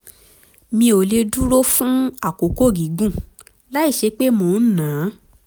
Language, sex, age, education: Yoruba, female, 15-29, tertiary